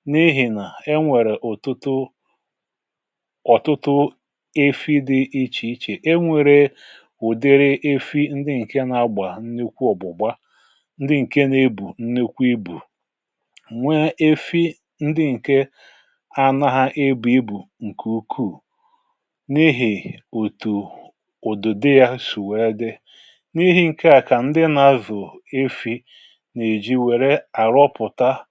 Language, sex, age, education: Igbo, male, 60+, tertiary